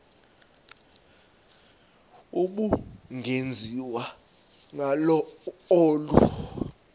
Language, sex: Xhosa, male